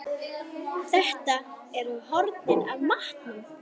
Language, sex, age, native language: Icelandic, female, 9, Icelandic